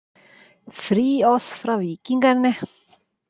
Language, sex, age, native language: Icelandic, female, 40-49, Icelandic